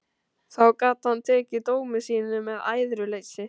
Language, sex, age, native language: Icelandic, male, 13, Icelandic